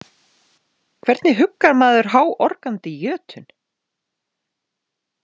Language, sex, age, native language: Icelandic, female, 40-49, Icelandic